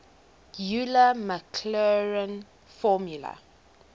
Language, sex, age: English, female, 19